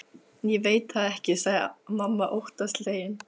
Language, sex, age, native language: Icelandic, female, 15, Icelandic